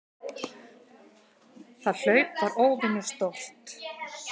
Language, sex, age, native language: Icelandic, female, 50-59, Icelandic